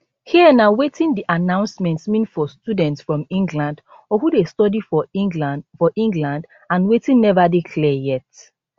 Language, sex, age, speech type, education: Nigerian Pidgin, female, 15-29, spontaneous, tertiary